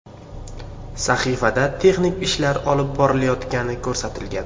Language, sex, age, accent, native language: Uzbek, male, 18-24, Samarqand, Uzbek